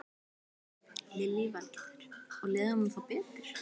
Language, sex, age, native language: Icelandic, female, 12, Icelandic